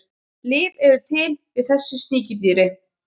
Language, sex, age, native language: Icelandic, female, 30-39, Icelandic